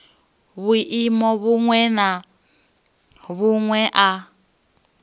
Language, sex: Venda, female